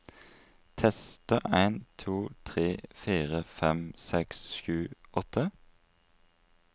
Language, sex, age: Norwegian, male, 33